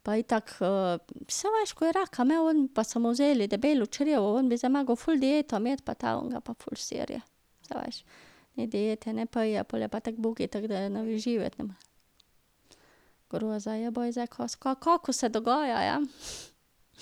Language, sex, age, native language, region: Slovenian, female, 50-59, Slovenian, Drava region